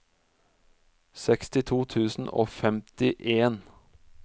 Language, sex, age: Norwegian, male, 46